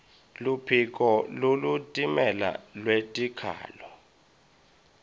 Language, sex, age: Swati, male, 23